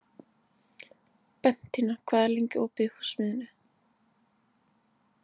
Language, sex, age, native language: Icelandic, female, 20-29, Icelandic